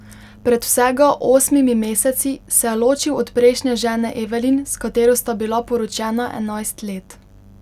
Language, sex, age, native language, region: Slovenian, female, 18-29, Slovenian, Pomurje region